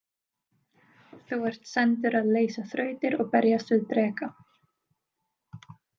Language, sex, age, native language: Icelandic, female, 20-29, Icelandic